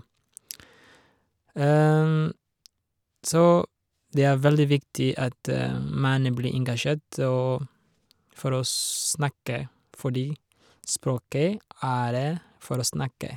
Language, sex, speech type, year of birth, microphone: Norwegian, male, spontaneous, 1986, Shure